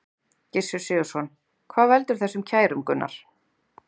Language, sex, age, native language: Icelandic, female, 30-39, Icelandic